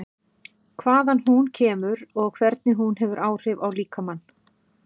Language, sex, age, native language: Icelandic, female, 40-49, Icelandic